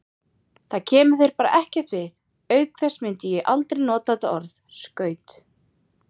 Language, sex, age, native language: Icelandic, female, 30-39, Icelandic